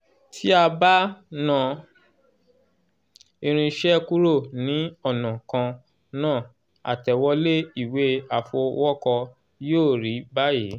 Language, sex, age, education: Yoruba, male, 15-29, tertiary